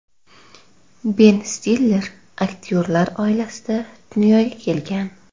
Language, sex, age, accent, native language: Uzbek, female, 18-24, Farg'ona, Uzbek